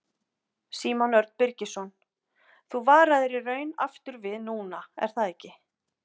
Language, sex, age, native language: Icelandic, female, 50-59, Icelandic